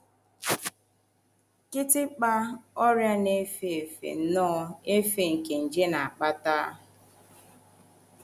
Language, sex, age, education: Igbo, female, 30-45, tertiary